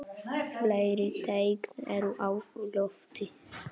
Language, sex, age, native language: Icelandic, male, 6, Polish